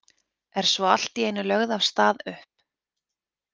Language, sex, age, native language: Icelandic, female, 30-39, Icelandic